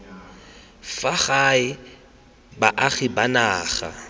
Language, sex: Tswana, male